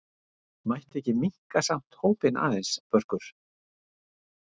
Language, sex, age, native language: Icelandic, male, 60-69, Icelandic